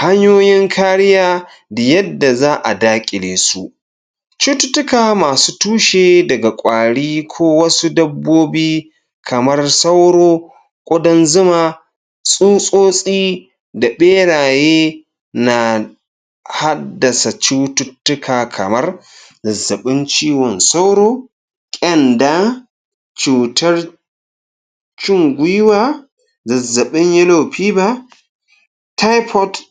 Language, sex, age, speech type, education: Hausa, male, 46-60, spontaneous, tertiary